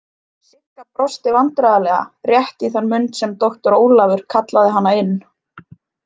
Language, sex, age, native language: Icelandic, female, 20-29, Icelandic